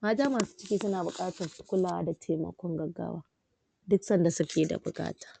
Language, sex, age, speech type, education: Hausa, female, 60+, spontaneous, tertiary